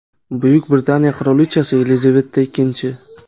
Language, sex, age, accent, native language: Uzbek, male, 18-24, Toshkent shahri, Uzbek